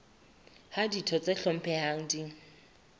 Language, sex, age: Southern Sotho, female, 24